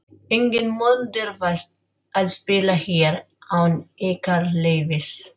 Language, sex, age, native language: Icelandic, female, 40-49, Filipino